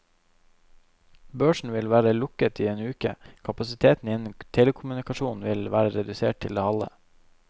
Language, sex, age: Norwegian, male, 21